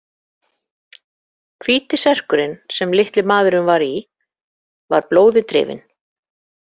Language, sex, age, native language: Icelandic, female, 40-49, Icelandic